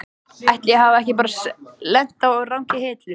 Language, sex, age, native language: Icelandic, male, 13, Icelandic